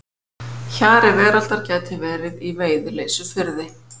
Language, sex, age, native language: Icelandic, female, 50-59, Icelandic